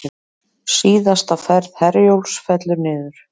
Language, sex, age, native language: Icelandic, female, 30-39, Icelandic